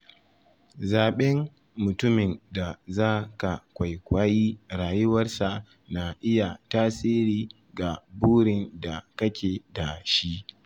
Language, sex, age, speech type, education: Hausa, male, 15-29, spontaneous, tertiary